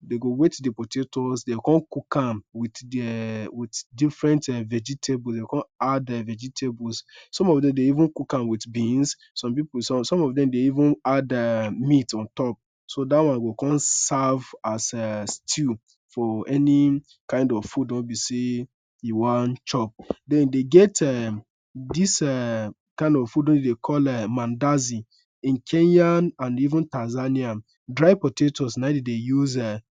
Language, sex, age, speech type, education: Nigerian Pidgin, male, 15-29, spontaneous, tertiary